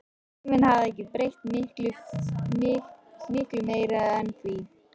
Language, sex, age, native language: Icelandic, female, 13, Icelandic